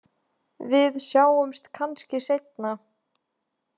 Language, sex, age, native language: Icelandic, female, 20-29, Icelandic